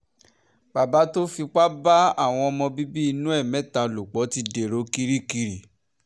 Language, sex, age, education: Yoruba, male, 15-29, tertiary